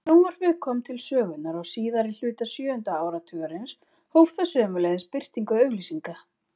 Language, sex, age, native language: Icelandic, female, 40-49, Icelandic